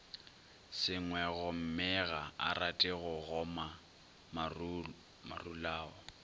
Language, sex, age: Northern Sotho, male, 22